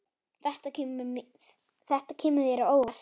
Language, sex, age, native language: Icelandic, female, 8, Icelandic